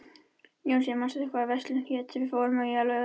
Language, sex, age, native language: Icelandic, female, 13, Icelandic